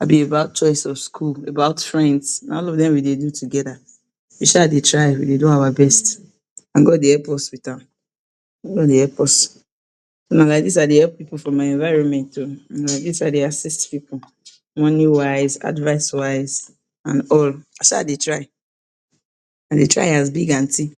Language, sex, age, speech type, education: Nigerian Pidgin, female, 46-60, spontaneous, tertiary